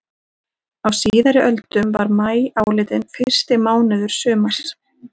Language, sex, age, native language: Icelandic, female, 40-49, Icelandic